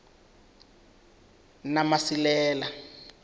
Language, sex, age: South Ndebele, male, 21